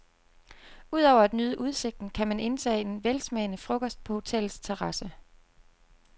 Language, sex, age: Danish, female, 29